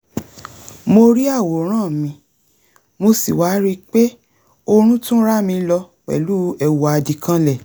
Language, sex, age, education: Yoruba, female, 30-45, tertiary